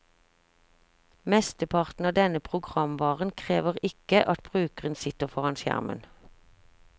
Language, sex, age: Norwegian, female, 46